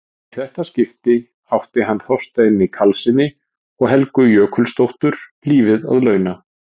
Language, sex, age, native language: Icelandic, male, 40-49, Icelandic